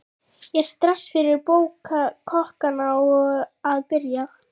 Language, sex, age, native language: Icelandic, female, 11, Icelandic